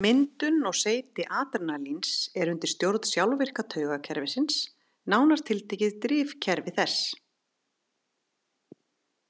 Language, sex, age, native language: Icelandic, female, 30-39, Icelandic